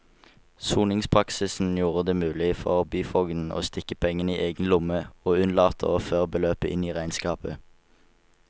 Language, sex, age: Norwegian, male, 19